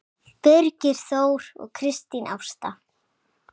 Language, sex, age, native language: Icelandic, female, 7, Icelandic